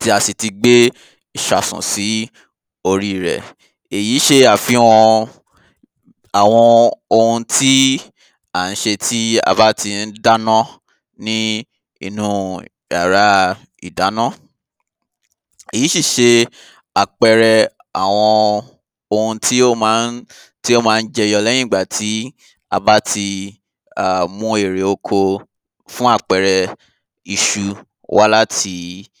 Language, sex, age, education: Yoruba, male, 15-29, tertiary